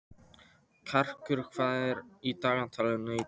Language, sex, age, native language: Icelandic, male, 13, Polish